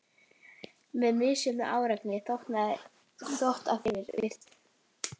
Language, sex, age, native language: Icelandic, female, 12, Icelandic